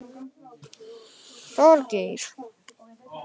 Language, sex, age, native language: Icelandic, male, 18-19, Icelandic